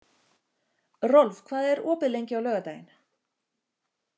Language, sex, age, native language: Icelandic, female, 30-39, Icelandic